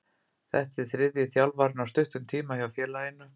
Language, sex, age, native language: Icelandic, female, 50-59, Icelandic